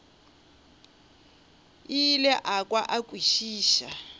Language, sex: Northern Sotho, female